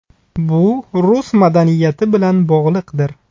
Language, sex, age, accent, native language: Uzbek, male, 30-39, Buxoro, Uzbek